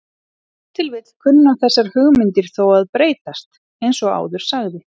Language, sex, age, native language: Icelandic, female, 30-39, Icelandic